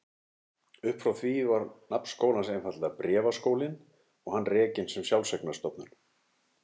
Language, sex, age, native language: Icelandic, male, 60-69, Icelandic